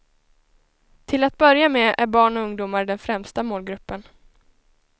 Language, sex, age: Swedish, female, 19